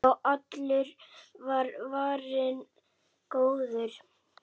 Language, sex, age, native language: Icelandic, male, 8, Icelandic